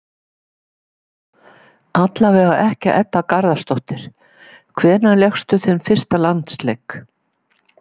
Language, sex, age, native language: Icelandic, female, 70-79, Icelandic